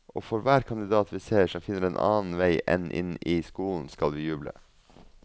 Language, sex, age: Norwegian, male, 42